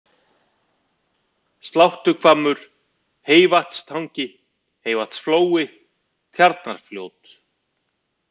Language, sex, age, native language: Icelandic, male, 50-59, Icelandic